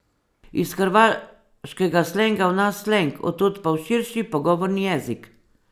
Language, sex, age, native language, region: Slovenian, female, 50-59, Slovenian, Savinja region